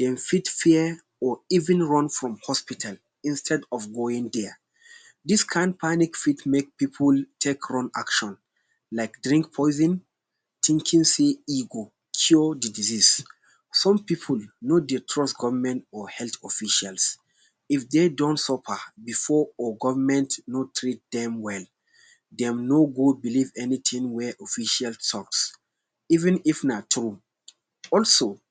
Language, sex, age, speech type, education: Nigerian Pidgin, male, 15-29, spontaneous, tertiary